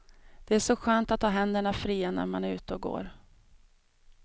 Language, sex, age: Swedish, female, 32